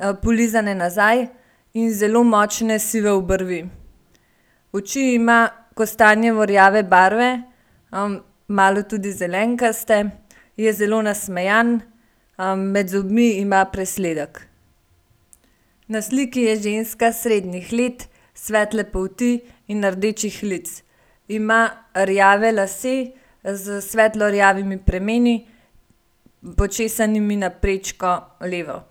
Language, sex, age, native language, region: Slovenian, female, 18-29, Slovenian, Gorenjska region